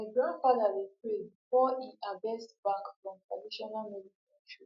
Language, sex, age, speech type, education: Nigerian Pidgin, female, 15-29, spontaneous, tertiary